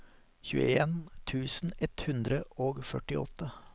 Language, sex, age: Norwegian, male, 43